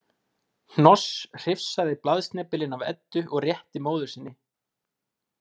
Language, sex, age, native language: Icelandic, male, 20-29, Icelandic